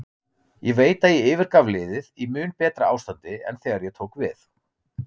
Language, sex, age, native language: Icelandic, male, 30-39, Icelandic